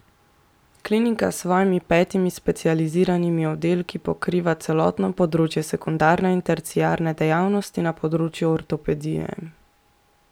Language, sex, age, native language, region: Slovenian, female, 18-29, Slovenian, Central Slovenia